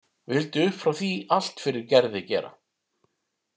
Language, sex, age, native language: Icelandic, male, 50-59, Icelandic